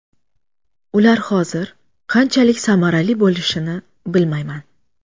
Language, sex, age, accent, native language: Uzbek, female, 25-34, Jizzax, Uzbek